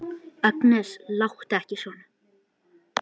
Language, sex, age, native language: Icelandic, male, 10, Icelandic